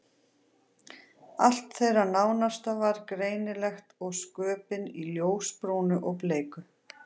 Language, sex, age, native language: Icelandic, female, 40-49, Icelandic